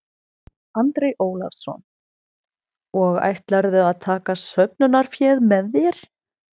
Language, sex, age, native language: Icelandic, female, 20-29, German